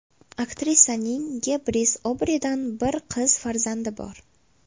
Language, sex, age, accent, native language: Uzbek, female, 18-24, Toshkent viloyati, Uzbek